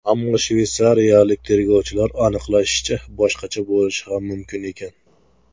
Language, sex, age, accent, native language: Uzbek, male, 19-29, Namangan, Uzbek